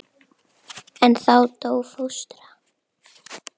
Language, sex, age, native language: Icelandic, female, 10, Icelandic